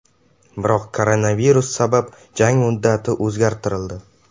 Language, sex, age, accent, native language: Uzbek, male, 12-17, Samarqand, Uzbek